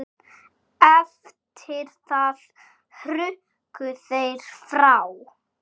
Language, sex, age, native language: Icelandic, male, 6, Icelandic